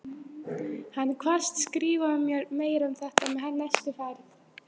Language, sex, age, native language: Icelandic, female, 13, Icelandic